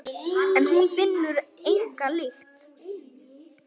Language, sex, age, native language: Icelandic, male, 9, Icelandic